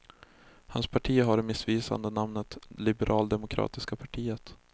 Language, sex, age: Swedish, male, 20